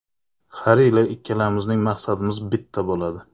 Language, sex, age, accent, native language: Uzbek, male, 25-34, Navoiy, Uzbek